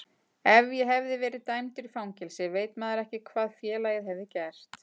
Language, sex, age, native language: Icelandic, female, 40-49, Icelandic